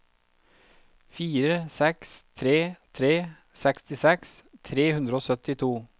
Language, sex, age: Norwegian, male, 32